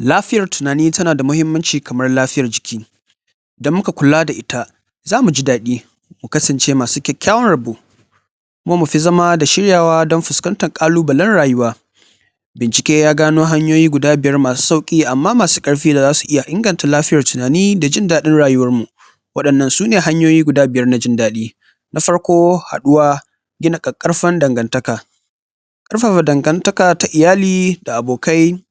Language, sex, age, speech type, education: Hausa, male, 15-29, spontaneous, tertiary